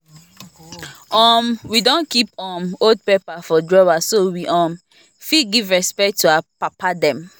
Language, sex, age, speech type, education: Nigerian Pidgin, female, 15-29, spontaneous, tertiary